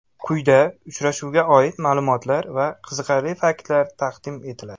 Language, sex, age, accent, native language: Uzbek, male, 19-29, Andijon, Uzbek